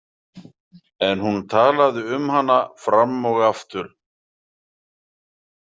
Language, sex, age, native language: Icelandic, male, 40-49, Icelandic